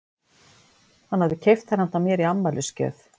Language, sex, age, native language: Icelandic, female, 50-59, Icelandic